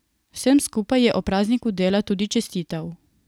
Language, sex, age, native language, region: Slovenian, female, 18-29, Slovenian, Coastal Karst region